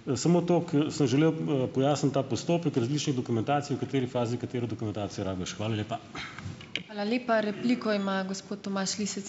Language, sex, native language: Slovenian, male, Slovenian